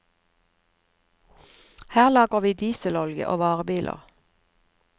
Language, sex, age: Norwegian, female, 59